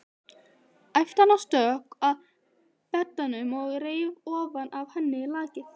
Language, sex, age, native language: Icelandic, female, 18-19, Icelandic